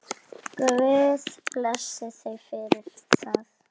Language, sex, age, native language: Icelandic, female, 9, Icelandic